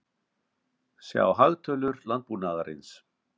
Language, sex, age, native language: Icelandic, male, 50-59, Icelandic